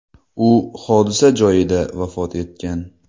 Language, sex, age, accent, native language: Uzbek, male, 19-29, Xorazm, Uzbek